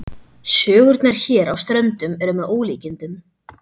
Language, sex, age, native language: Icelandic, male, 12, Icelandic